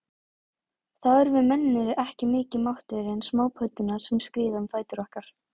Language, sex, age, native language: Icelandic, female, 18-19, Icelandic